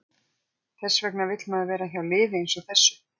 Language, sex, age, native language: Icelandic, female, 50-59, Icelandic